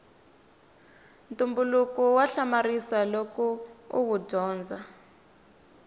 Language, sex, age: Tsonga, female, 19